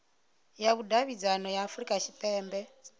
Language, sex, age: Venda, female, 39